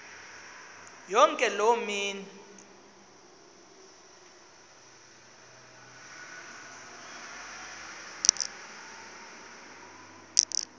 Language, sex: Xhosa, female